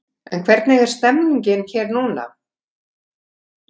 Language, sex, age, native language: Icelandic, female, 50-59, Icelandic